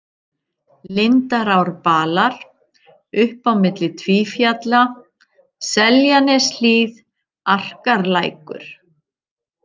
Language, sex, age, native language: Icelandic, female, 50-59, Icelandic